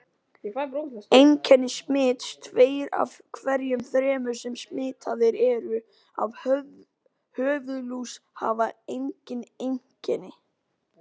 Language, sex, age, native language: Icelandic, male, 18-19, Icelandic